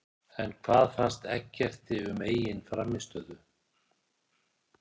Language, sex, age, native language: Icelandic, male, 60-69, Icelandic